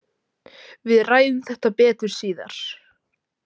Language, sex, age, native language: Icelandic, male, 18-19, Icelandic